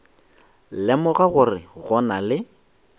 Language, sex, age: Northern Sotho, male, 21